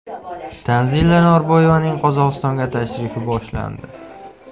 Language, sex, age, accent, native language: Uzbek, male, 18-24, Buxoro, Uzbek